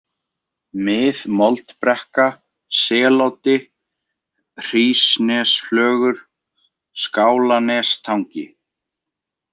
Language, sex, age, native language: Icelandic, male, 20-29, Icelandic